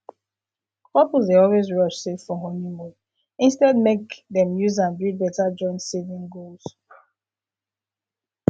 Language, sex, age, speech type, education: Nigerian Pidgin, female, 15-29, spontaneous, tertiary